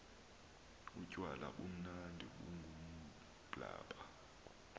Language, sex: Xhosa, male